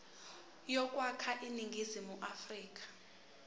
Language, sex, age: Zulu, female, 18